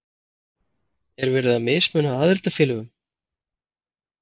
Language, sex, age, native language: Icelandic, male, 30-39, Icelandic